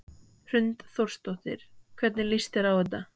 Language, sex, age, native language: Icelandic, female, 18-19, Icelandic